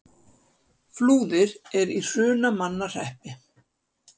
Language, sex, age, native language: Icelandic, female, 50-59, Icelandic